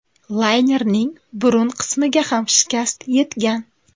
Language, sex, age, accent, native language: Uzbek, female, 25-34, Toshkent viloyati, Uzbek